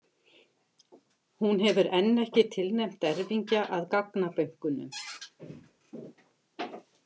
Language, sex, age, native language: Icelandic, female, 50-59, Icelandic